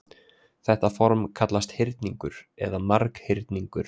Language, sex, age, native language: Icelandic, male, 20-29, Icelandic